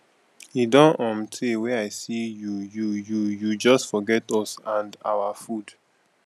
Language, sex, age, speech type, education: Nigerian Pidgin, male, 15-29, spontaneous, tertiary